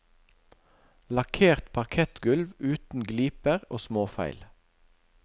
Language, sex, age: Norwegian, male, 41